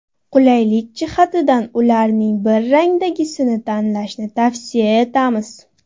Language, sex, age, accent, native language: Uzbek, female, 19-29, Toshkent viloyati, Uzbek